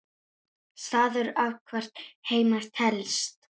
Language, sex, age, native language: Icelandic, female, 9, Icelandic